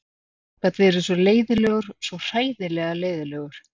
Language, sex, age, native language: Icelandic, female, 60-69, Icelandic